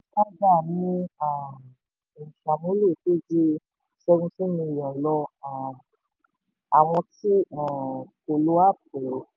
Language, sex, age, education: Yoruba, female, 15-29, tertiary